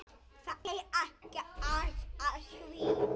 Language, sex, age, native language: Icelandic, male, 9, Icelandic